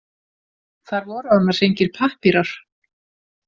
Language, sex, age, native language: Icelandic, female, 40-49, Icelandic